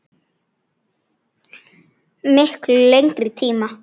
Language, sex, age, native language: Icelandic, female, 9, Icelandic